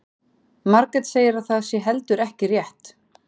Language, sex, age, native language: Icelandic, female, 40-49, Icelandic